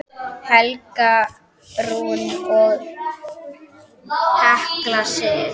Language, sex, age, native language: Icelandic, female, 10, Icelandic